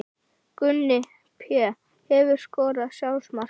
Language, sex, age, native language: Icelandic, female, 12, Icelandic